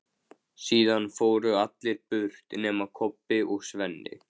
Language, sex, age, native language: Icelandic, male, 15, Icelandic